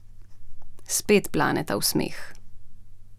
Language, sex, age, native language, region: Slovenian, female, 30-49, Slovenian, Central Slovenia